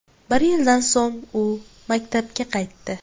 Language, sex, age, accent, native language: Uzbek, female, 18-24, Toshkent viloyati, Uzbek